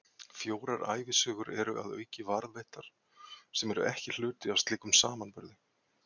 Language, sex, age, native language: Icelandic, male, 40-49, Icelandic